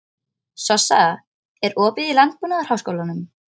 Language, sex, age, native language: Icelandic, female, 13, Icelandic